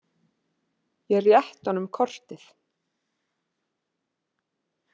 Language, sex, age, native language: Icelandic, female, 30-39, Icelandic